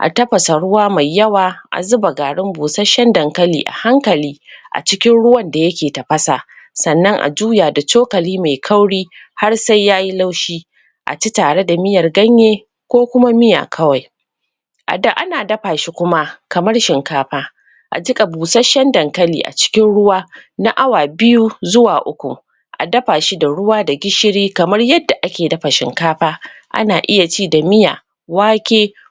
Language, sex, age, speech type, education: Hausa, female, 30-45, spontaneous, secondary